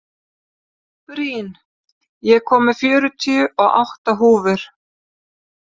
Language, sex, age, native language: Icelandic, female, 50-59, Icelandic